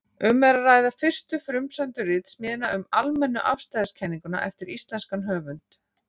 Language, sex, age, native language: Icelandic, female, 40-49, Icelandic